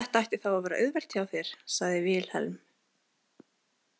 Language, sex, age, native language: Icelandic, female, 30-39, Icelandic